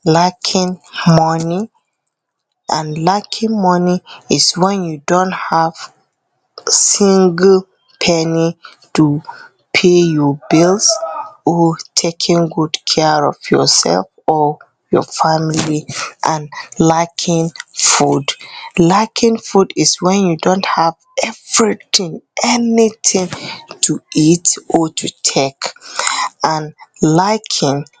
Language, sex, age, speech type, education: Hausa, female, 30-45, spontaneous, tertiary